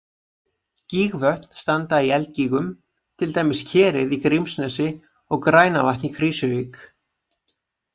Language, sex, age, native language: Icelandic, male, 20-29, Icelandic